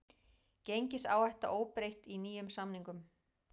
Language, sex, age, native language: Icelandic, female, 40-49, Icelandic